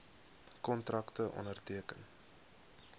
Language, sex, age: Afrikaans, male, 21